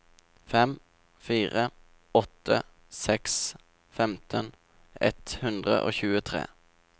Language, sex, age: Norwegian, male, 27